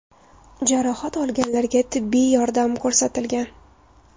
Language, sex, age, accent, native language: Uzbek, female, 19-29, Toshkent viloyati, Uzbek